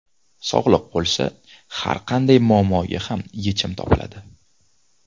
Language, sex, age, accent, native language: Uzbek, male, 19-29, Toshkent viloyati, Uzbek